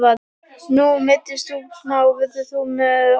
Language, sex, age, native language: Icelandic, female, 12, Icelandic